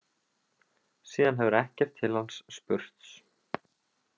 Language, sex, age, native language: Icelandic, male, 20-29, Icelandic